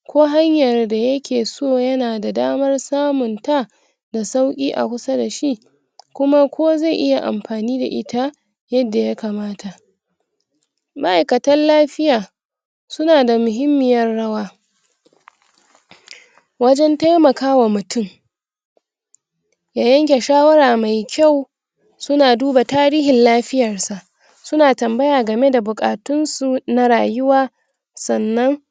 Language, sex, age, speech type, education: Hausa, female, 60+, spontaneous, tertiary